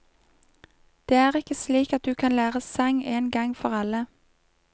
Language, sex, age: Norwegian, female, 31